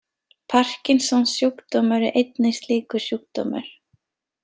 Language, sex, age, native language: Icelandic, female, 20-29, Icelandic